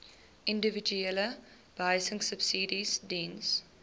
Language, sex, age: Afrikaans, female, 20